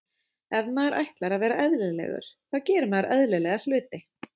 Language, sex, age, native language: Icelandic, female, 30-39, Icelandic